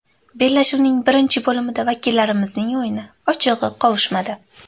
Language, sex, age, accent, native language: Uzbek, female, 18-24, Andijon, Uzbek